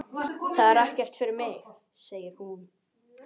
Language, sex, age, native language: Icelandic, male, 11, Icelandic